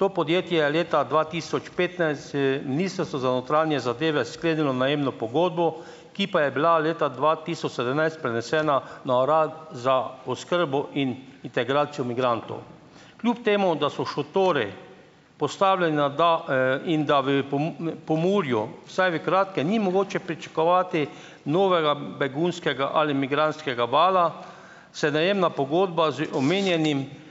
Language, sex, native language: Slovenian, male, Slovenian